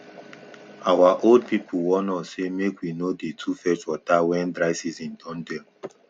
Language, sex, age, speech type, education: Nigerian Pidgin, male, 15-29, spontaneous, tertiary